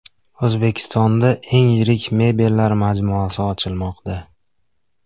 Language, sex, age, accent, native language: Uzbek, male, 18-24, Farg'ona, Uzbek